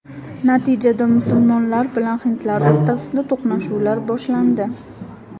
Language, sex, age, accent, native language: Uzbek, female, 18-24, Farg'ona, Uzbek